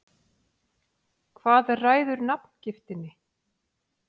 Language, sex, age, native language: Icelandic, female, 40-49, Icelandic